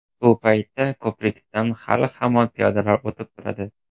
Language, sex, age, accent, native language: Uzbek, male, 18-24, Toshkent shahri, Uzbek